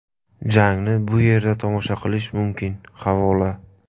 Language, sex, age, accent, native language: Uzbek, male, 25-34, Buxoro, Uzbek